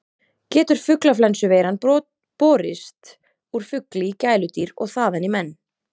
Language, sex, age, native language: Icelandic, female, 30-39, Icelandic